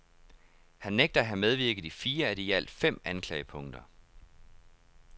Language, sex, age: Danish, male, 31